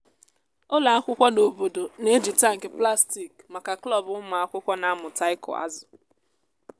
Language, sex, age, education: Igbo, female, 15-29, tertiary